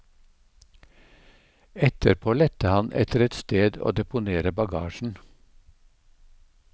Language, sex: Norwegian, male